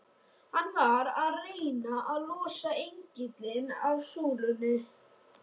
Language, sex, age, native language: Icelandic, male, 13, Icelandic